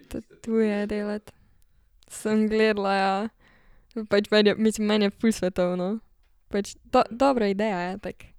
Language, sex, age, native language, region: Slovenian, female, 12-17, Slovenian, Savinja region